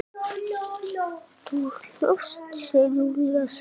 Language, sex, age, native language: Icelandic, male, 8, Icelandic